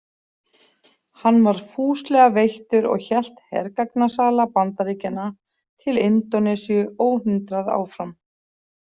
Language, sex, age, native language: Icelandic, female, 40-49, Icelandic